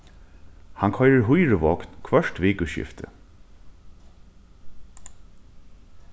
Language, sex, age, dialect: Faroese, male, 15-35, Norðuroyggjar